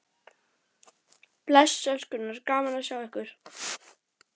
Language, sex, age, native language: Icelandic, male, 11, Icelandic